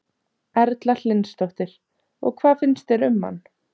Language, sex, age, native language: Icelandic, female, 30-39, Icelandic